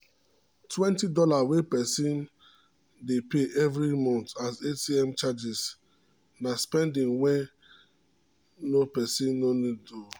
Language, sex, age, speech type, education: Nigerian Pidgin, male, 30-45, spontaneous, tertiary